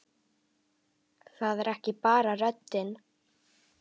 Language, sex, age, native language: Icelandic, female, 10, Icelandic